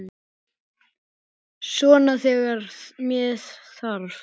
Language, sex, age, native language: Icelandic, male, 8, Icelandic